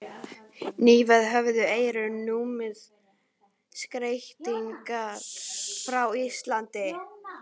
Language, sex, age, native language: Icelandic, female, 12, Icelandic